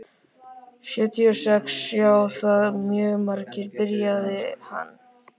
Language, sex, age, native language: Icelandic, male, 13, Icelandic